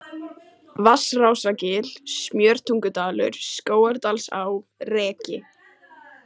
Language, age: Icelandic, 18-19